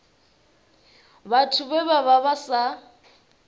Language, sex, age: Venda, female, 27